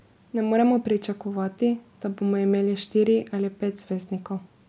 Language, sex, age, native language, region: Slovenian, female, 18-29, Slovenian, Drava region